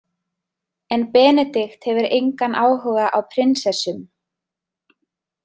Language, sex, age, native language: Icelandic, female, 30-39, Icelandic